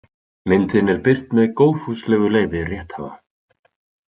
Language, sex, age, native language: Icelandic, male, 30-39, Icelandic